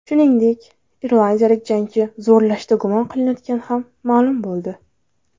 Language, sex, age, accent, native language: Uzbek, female, 19-29, Navoiy, Uzbek